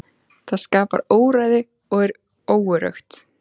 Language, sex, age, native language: Icelandic, female, 14, Icelandic